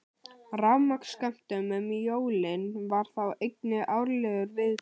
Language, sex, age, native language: Icelandic, male, 18-19, Icelandic